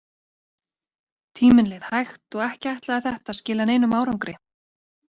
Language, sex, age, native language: Icelandic, female, 30-39, Icelandic